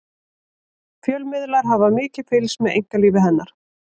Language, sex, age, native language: Icelandic, female, 30-39, Icelandic